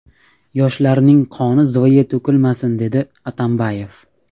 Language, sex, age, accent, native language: Uzbek, male, 18-24, Namangan, Uzbek